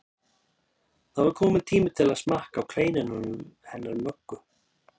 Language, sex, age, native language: Icelandic, male, 30-39, Icelandic